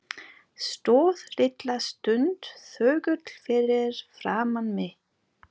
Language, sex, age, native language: Icelandic, female, 40-49, German